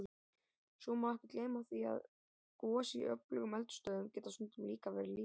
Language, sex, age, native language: Icelandic, male, 18-19, Icelandic